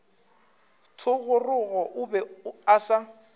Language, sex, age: Northern Sotho, male, 25